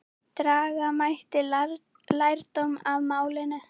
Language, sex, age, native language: Icelandic, female, 10, Icelandic